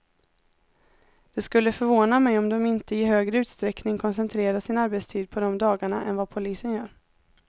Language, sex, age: Swedish, female, 19